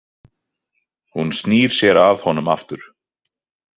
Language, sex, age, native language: Icelandic, male, 30-39, Icelandic